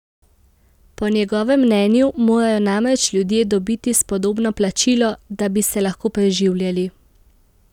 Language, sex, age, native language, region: Slovenian, female, 18-29, Slovenian, Central Slovenia